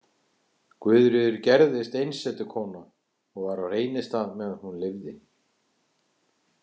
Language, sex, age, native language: Icelandic, male, 50-59, Icelandic